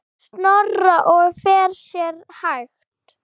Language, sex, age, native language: Icelandic, female, 8, Icelandic